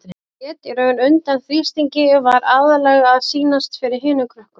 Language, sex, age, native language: Icelandic, female, 30-39, Icelandic